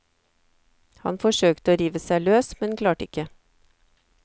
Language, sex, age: Norwegian, female, 54